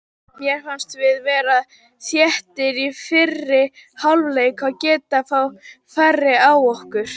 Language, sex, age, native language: Icelandic, female, 18-19, Icelandic